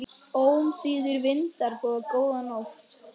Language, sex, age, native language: Icelandic, male, 10, Icelandic